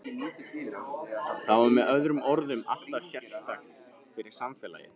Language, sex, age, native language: Icelandic, male, 15, Icelandic